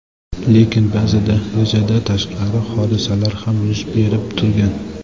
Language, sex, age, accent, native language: Uzbek, male, 25-34, Jizzax, Uzbek